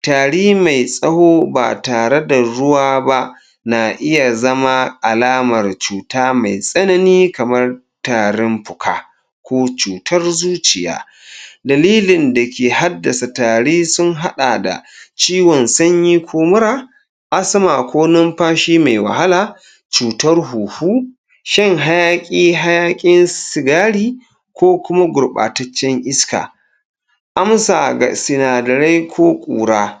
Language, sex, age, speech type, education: Hausa, male, 46-60, spontaneous, tertiary